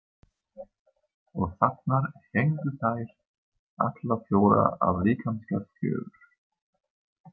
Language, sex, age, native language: Icelandic, male, 30-39, German